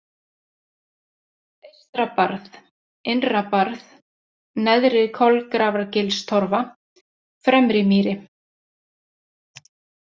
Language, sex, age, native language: Icelandic, female, 40-49, Icelandic